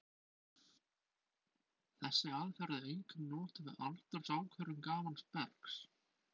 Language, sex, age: Icelandic, male, 20-29